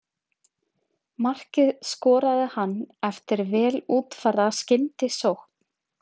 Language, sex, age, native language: Icelandic, female, 30-39, Icelandic